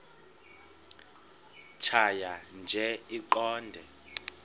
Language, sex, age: Xhosa, male, 31